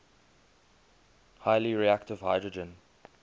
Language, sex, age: English, male, 23